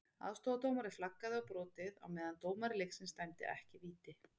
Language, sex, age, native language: Icelandic, female, 30-39, Icelandic